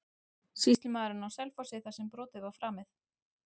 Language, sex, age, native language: Icelandic, male, 12, Icelandic